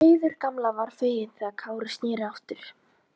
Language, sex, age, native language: Icelandic, female, 18-19, Icelandic